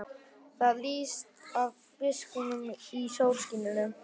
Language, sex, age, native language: Icelandic, male, 11, Icelandic